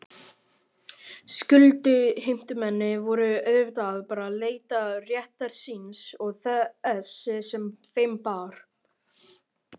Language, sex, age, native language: Icelandic, male, 18-19, Icelandic